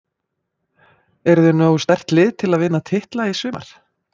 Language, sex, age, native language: Icelandic, female, 40-49, Icelandic